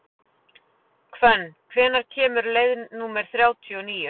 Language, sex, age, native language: Icelandic, female, 40-49, Icelandic